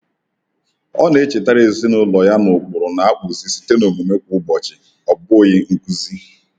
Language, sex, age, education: Igbo, male, 30-45, tertiary